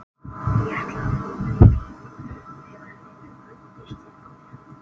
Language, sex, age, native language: Icelandic, male, 18-19, Icelandic